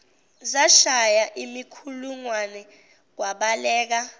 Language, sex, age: Zulu, female, 17